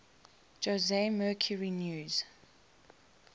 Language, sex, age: English, female, 21